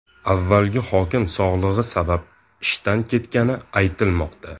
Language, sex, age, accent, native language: Uzbek, male, 18-24, Toshkent shahri, Uzbek